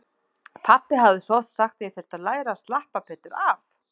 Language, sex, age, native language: Icelandic, female, 30-39, Icelandic